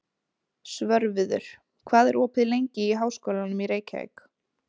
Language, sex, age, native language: Icelandic, female, 20-29, Icelandic